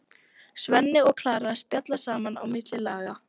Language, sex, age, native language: Icelandic, female, 12, Icelandic